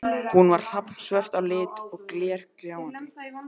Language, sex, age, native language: Icelandic, male, 12, Icelandic